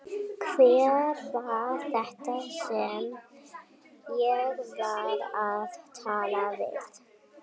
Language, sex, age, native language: Icelandic, female, 12, Icelandic